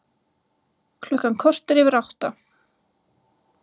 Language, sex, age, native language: Icelandic, female, 20-29, Icelandic